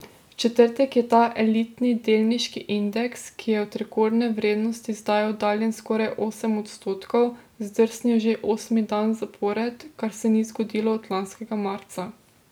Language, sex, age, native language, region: Slovenian, female, 18-29, Slovenian, Drava region